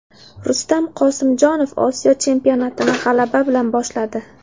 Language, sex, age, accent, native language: Uzbek, female, 19-29, Samarqand, Uzbek